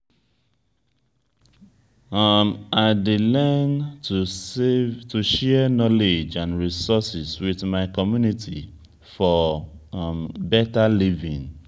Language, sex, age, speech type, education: Nigerian Pidgin, male, 30-45, spontaneous, tertiary